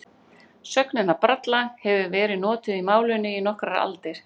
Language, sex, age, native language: Icelandic, female, 40-49, Icelandic